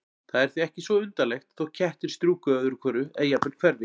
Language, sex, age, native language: Icelandic, male, 40-49, Icelandic